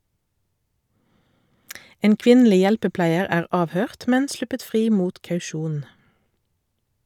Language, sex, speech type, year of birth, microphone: Norwegian, female, read, 1984, Shure